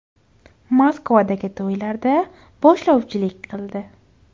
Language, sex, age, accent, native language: Uzbek, female, 18-24, Toshkent viloyati, Uzbek